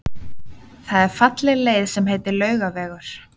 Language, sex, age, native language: Icelandic, female, 20-29, Icelandic